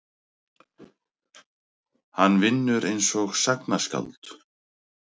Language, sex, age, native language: Icelandic, male, 30-39, Icelandic